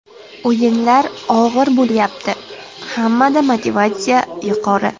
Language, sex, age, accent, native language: Uzbek, female, 12-17, Jizzax, Uzbek